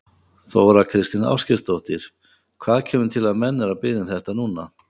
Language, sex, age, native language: Icelandic, male, 50-59, Icelandic